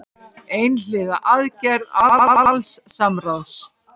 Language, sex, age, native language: Icelandic, female, 50-59, Icelandic